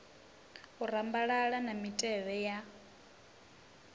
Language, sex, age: Venda, female, 22